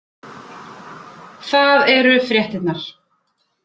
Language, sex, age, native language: Icelandic, female, 30-39, Icelandic